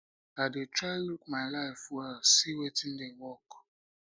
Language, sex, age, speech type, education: Nigerian Pidgin, male, 15-29, spontaneous, tertiary